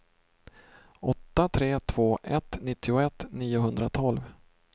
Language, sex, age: Swedish, male, 32